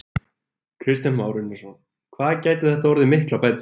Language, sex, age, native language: Icelandic, male, 20-29, Icelandic